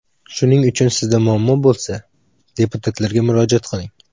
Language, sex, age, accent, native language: Uzbek, male, under 19, Samarqand, Uzbek